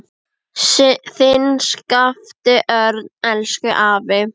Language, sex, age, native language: Icelandic, female, 10, Icelandic